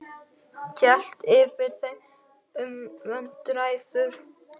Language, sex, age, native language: Icelandic, female, 18-19, Icelandic